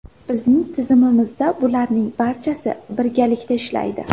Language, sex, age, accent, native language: Uzbek, female, 18-24, Samarqand, Uzbek